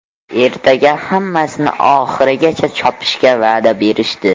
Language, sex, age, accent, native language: Uzbek, male, 12-17, Jizzax, Uzbek